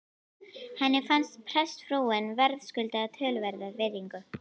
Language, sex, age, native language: Icelandic, female, 11, Icelandic